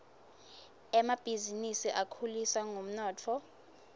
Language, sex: Swati, female